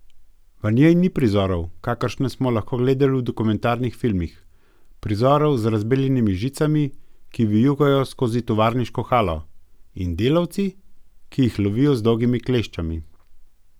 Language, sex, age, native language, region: Slovenian, male, 50-59, Slovenian, Gorenjska region